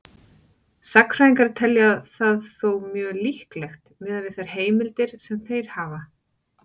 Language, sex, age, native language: Icelandic, female, 40-49, Icelandic